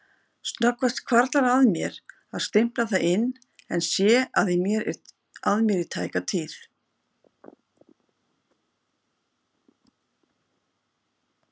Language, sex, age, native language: Icelandic, female, 50-59, Icelandic